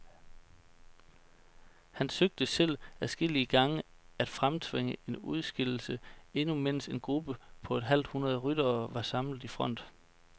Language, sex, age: Danish, male, 29